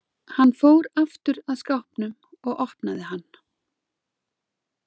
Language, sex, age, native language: Icelandic, female, 30-39, Icelandic